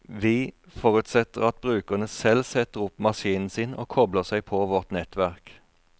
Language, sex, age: Norwegian, male, 41